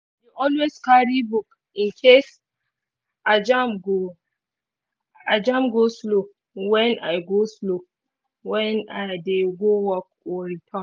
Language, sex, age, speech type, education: Nigerian Pidgin, female, 15-29, spontaneous, tertiary